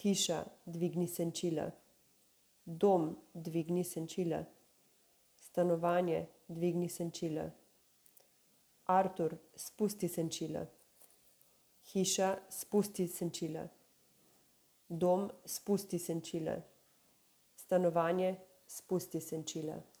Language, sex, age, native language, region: Slovenian, female, 30-49, Slovenian, Savinja region